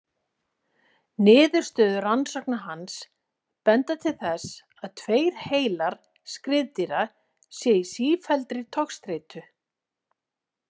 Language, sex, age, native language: Icelandic, female, 40-49, Icelandic